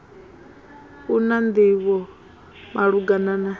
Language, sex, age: Venda, female, 21